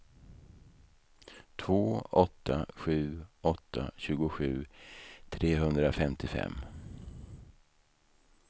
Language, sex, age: Swedish, male, 55